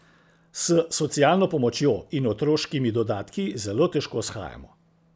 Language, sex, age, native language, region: Slovenian, male, 60+, Slovenian, Central Slovenia